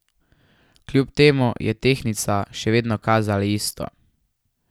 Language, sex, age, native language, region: Slovenian, male, 12-17, Slovenian, Savinja region